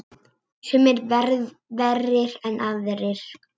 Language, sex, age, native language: Icelandic, female, 8, Icelandic